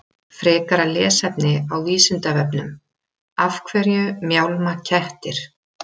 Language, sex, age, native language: Icelandic, female, 30-39, Icelandic